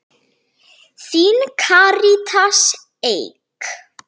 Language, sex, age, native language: Icelandic, female, 9, Icelandic